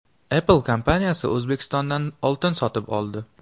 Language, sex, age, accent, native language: Uzbek, male, 18-24, Farg'ona, Uzbek